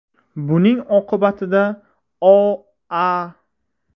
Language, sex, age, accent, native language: Uzbek, male, 18-24, Surxondaryo, Uzbek